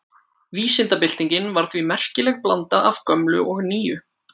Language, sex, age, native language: Icelandic, male, 18-19, Icelandic